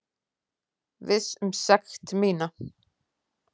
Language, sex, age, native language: Icelandic, female, 10, Icelandic